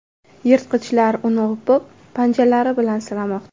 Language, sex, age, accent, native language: Uzbek, female, 18-24, Andijon, Uzbek